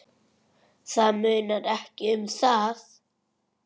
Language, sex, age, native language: Icelandic, male, 9, Icelandic